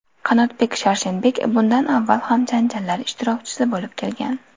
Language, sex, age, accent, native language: Uzbek, female, 18-24, Toshkent viloyati, Uzbek